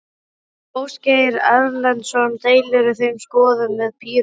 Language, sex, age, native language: Icelandic, male, 12, Icelandic